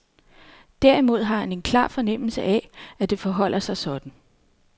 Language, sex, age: Danish, female, 39